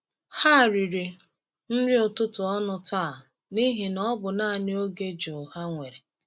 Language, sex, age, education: Igbo, female, 30-45, tertiary